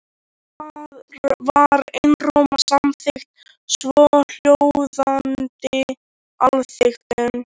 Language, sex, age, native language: Icelandic, male, 13, Icelandic